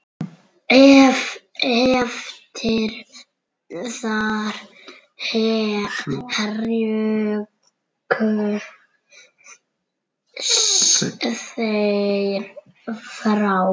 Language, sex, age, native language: Icelandic, male, 9, Icelandic